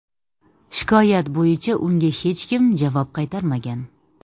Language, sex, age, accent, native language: Uzbek, female, 30-39, Samarqand, Uzbek